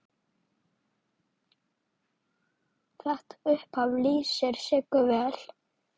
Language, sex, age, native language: Icelandic, male, 9, Icelandic